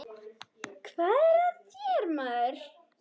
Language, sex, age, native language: Icelandic, female, 10, Icelandic